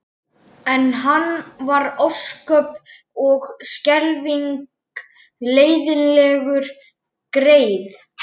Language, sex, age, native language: Icelandic, male, 11, Icelandic